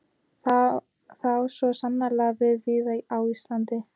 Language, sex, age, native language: Icelandic, female, 18-19, Icelandic